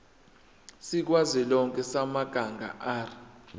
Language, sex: Zulu, male